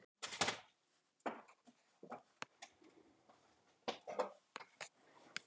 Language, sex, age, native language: Icelandic, female, 50-59, Icelandic